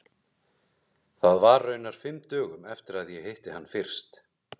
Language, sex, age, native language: Icelandic, male, 30-39, Icelandic